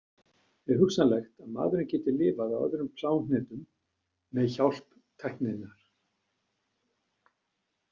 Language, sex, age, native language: Icelandic, male, 60-69, Icelandic